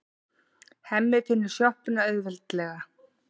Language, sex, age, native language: Icelandic, female, 40-49, Icelandic